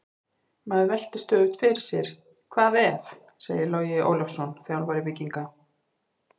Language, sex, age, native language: Icelandic, female, 50-59, Icelandic